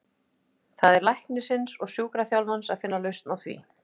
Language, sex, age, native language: Icelandic, female, 50-59, Icelandic